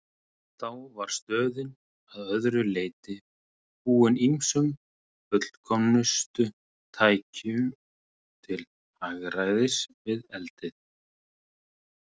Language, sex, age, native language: Icelandic, male, 30-39, Icelandic